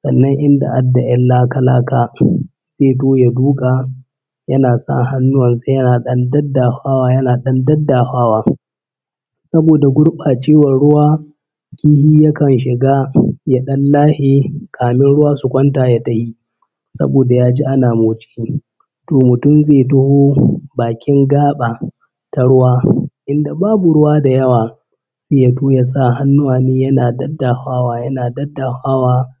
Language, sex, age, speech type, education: Hausa, male, 15-29, spontaneous, primary